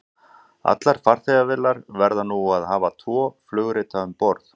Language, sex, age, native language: Icelandic, male, 40-49, Icelandic